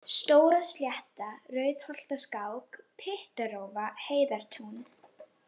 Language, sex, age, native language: Icelandic, female, 18-19, Icelandic